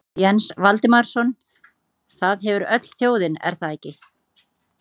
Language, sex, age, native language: Icelandic, female, 30-39, Icelandic